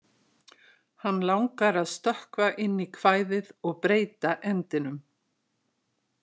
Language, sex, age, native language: Icelandic, female, 60-69, Icelandic